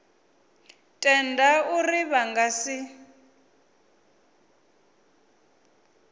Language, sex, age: Venda, female, 24